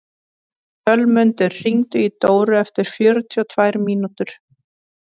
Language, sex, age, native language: Icelandic, female, 30-39, Icelandic